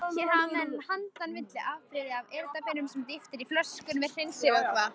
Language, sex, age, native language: Icelandic, female, 18-19, Icelandic